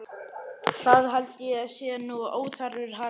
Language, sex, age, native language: Icelandic, male, 11, Icelandic